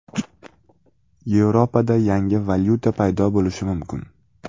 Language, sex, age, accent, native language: Uzbek, male, 18-24, Samarqand, Uzbek